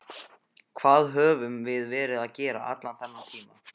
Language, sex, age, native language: Icelandic, male, 15, Icelandic